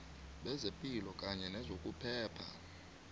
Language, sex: South Ndebele, male